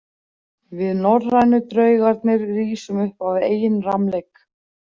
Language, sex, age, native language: Icelandic, female, 40-49, Icelandic